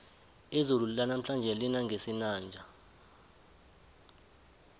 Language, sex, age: South Ndebele, male, 20